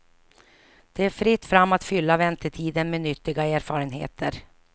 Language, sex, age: Swedish, female, 49